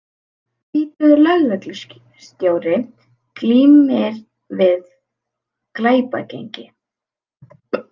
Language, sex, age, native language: Icelandic, female, 18-19, Icelandic